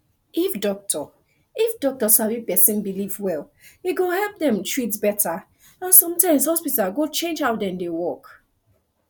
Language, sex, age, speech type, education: Nigerian Pidgin, female, 15-29, spontaneous, tertiary